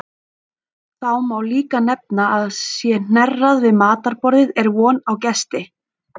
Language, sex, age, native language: Icelandic, female, 30-39, Icelandic